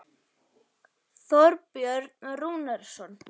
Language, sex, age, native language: Icelandic, male, 40-49, Icelandic